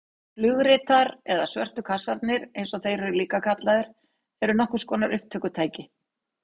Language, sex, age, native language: Icelandic, female, 60-69, Icelandic